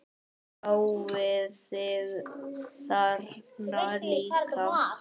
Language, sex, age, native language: Icelandic, male, 8, Icelandic